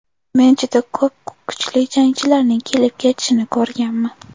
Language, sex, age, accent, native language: Uzbek, female, under 19, Toshkent shahri, Uzbek